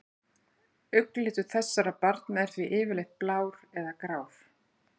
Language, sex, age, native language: Icelandic, female, 40-49, Icelandic